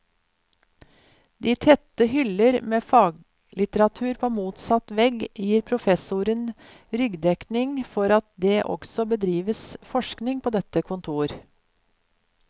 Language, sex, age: Norwegian, female, 50